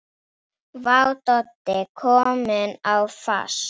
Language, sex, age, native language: Icelandic, female, 9, Icelandic